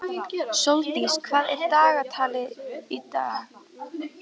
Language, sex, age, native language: Icelandic, female, 13, Icelandic